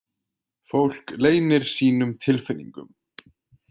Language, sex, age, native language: Icelandic, male, 20-29, Icelandic